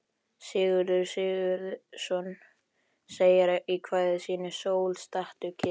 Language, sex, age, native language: Icelandic, male, 11, Icelandic